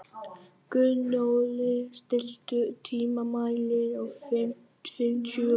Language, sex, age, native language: Icelandic, male, 11, Vietnamese